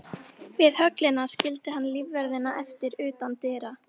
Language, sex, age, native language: Icelandic, female, 13, Icelandic